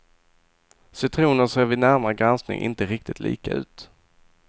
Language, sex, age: Swedish, male, 22